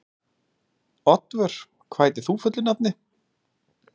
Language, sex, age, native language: Icelandic, male, 30-39, Icelandic